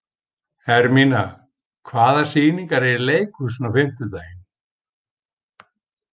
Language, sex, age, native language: Icelandic, male, 50-59, Icelandic